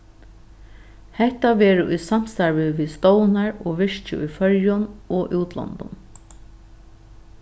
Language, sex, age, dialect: Faroese, female, 36-60, Norðuroyggjar